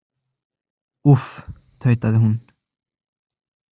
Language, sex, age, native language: Icelandic, male, 20-29, Icelandic